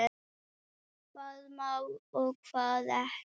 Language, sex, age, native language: Icelandic, female, 8, Icelandic